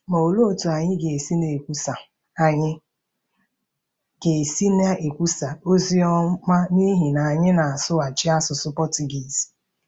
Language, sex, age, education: Igbo, female, 30-45, tertiary